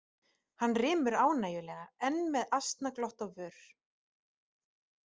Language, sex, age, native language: Icelandic, female, 30-39, Icelandic